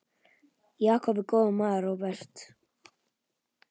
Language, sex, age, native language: Icelandic, male, 10, Icelandic